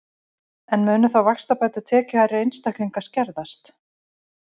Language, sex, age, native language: Icelandic, female, 40-49, Icelandic